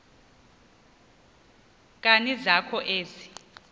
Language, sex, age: Xhosa, female, 30